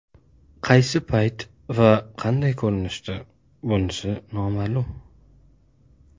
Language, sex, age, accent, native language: Uzbek, male, 19-29, Andijon, Uzbek